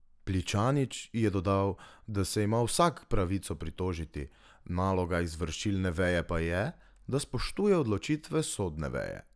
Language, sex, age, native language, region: Slovenian, male, 18-29, Slovenian, Drava region